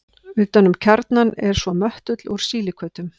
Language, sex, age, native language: Icelandic, female, 50-59, Icelandic